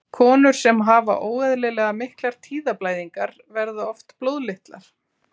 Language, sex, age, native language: Icelandic, female, 40-49, Icelandic